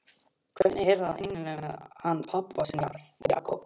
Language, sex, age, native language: Icelandic, male, 12, Icelandic